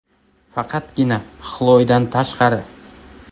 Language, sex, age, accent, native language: Uzbek, male, 25-34, Qoraqalpog'iston, Uzbek